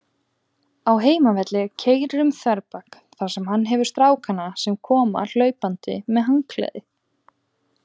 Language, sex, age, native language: Icelandic, female, 20-29, Icelandic